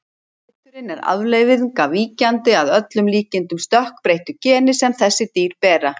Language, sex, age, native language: Icelandic, female, 60-69, Icelandic